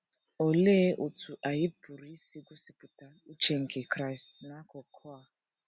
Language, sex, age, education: Igbo, female, 15-29, tertiary